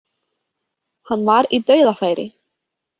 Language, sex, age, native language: Icelandic, female, 30-39, Icelandic